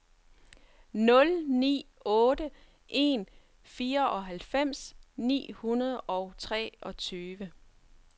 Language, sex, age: Danish, female, 42